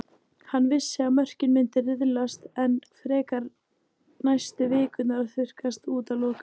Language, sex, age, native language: Icelandic, female, 18-19, Icelandic